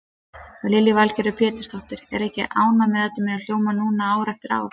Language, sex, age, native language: Icelandic, female, 30-39, Icelandic